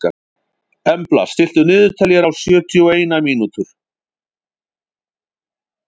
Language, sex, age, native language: Icelandic, male, 50-59, Icelandic